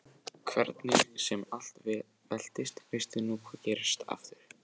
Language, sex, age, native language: Icelandic, male, 14, Icelandic